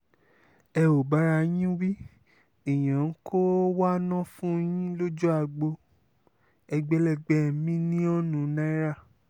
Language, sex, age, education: Yoruba, male, 15-29, tertiary